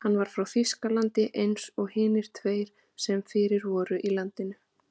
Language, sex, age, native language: Icelandic, female, 30-39, Icelandic